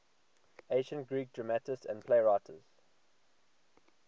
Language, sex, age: English, male, 22